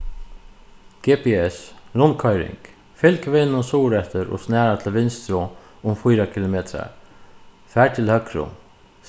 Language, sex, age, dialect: Faroese, male, 36-60, Suðuroy